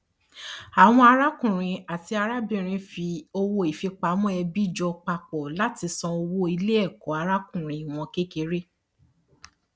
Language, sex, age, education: Yoruba, female, 30-45, tertiary